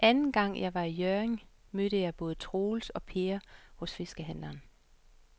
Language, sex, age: Danish, female, 50